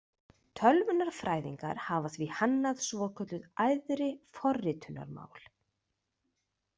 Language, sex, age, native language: Icelandic, female, 20-29, Icelandic